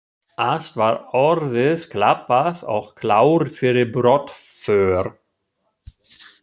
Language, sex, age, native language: Icelandic, male, 60-69, German